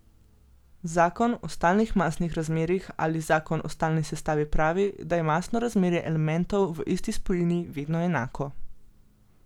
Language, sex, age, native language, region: Slovenian, female, 18-29, Slovenian, Gorenjska region